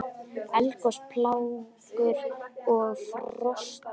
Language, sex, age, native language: Icelandic, other, 10, Icelandic